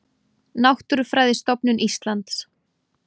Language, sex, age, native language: Icelandic, female, 18-19, Icelandic